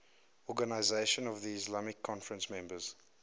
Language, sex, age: English, male, 22